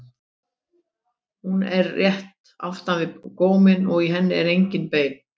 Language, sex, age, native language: Icelandic, female, 50-59, Icelandic